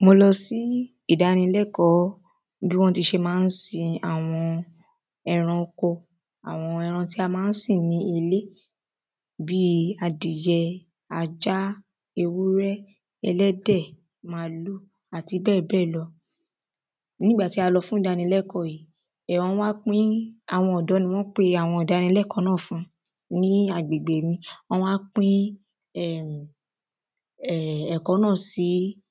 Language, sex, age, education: Yoruba, female, 15-29, secondary